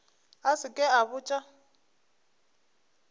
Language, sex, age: Northern Sotho, female, 25